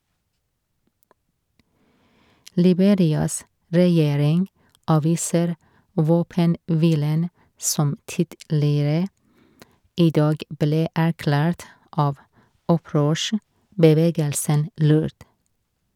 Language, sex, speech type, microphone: Norwegian, female, read, Shure